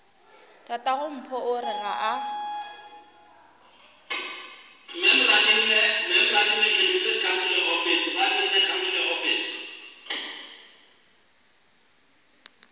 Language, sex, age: Northern Sotho, female, 19